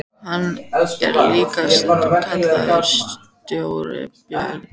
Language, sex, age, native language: Icelandic, female, 14, Icelandic